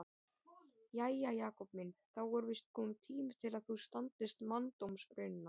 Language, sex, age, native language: Icelandic, male, 18-19, Icelandic